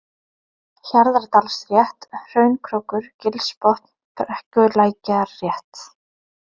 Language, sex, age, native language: Icelandic, female, 30-39, Icelandic